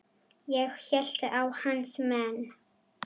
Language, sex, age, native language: Icelandic, female, 9, Icelandic